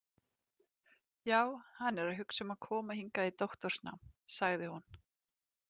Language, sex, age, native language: Icelandic, female, 30-39, Icelandic